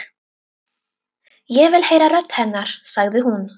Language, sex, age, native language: Icelandic, female, 12, Icelandic